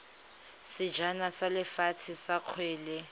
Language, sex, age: Tswana, female, 19